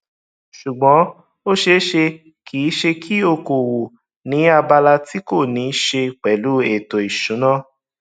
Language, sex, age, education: Yoruba, male, 15-29, tertiary